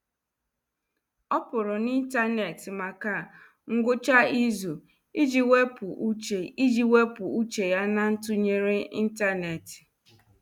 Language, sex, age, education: Igbo, female, 30-45, tertiary